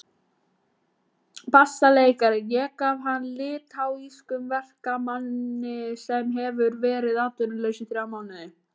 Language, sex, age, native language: Icelandic, female, 18-19, Icelandic